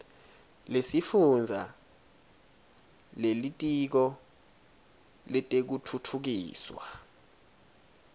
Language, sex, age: Swati, male, 21